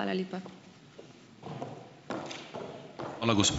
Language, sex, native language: Slovenian, female, Slovenian